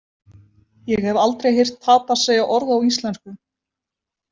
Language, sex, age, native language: Icelandic, female, 20-29, Icelandic